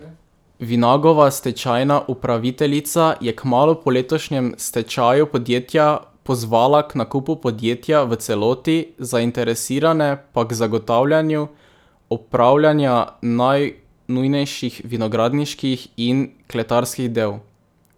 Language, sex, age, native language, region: Slovenian, male, 18-29, Slovenian, Drava region